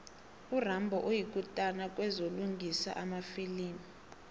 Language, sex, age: South Ndebele, female, 18